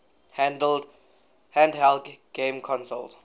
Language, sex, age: English, male, 21